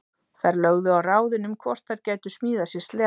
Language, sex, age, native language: Icelandic, female, 30-39, Icelandic